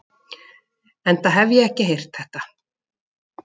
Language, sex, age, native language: Icelandic, female, 40-49, Icelandic